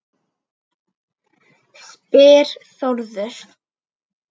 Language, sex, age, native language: Icelandic, female, 9, Icelandic